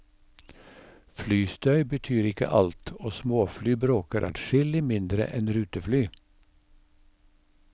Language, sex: Norwegian, male